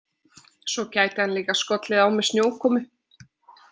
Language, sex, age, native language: Icelandic, female, 20-29, Icelandic